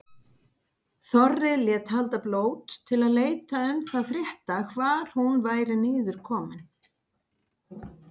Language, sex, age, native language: Icelandic, female, 50-59, Icelandic